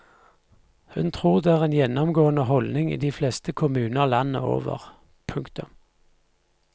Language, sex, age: Norwegian, male, 50